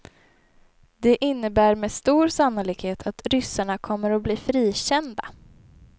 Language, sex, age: Swedish, female, 23